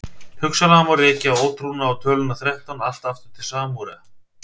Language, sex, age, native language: Icelandic, male, 30-39, Icelandic